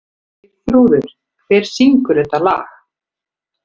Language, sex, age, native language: Icelandic, female, 50-59, Icelandic